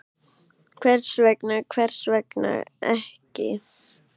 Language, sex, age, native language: Icelandic, male, 8, Icelandic